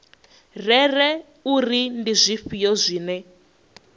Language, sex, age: Venda, female, 21